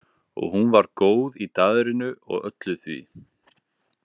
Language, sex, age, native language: Icelandic, male, 20-29, Icelandic